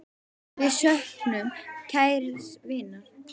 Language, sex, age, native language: Icelandic, female, 10, Icelandic